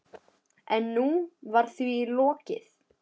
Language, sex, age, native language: Icelandic, male, 10, Icelandic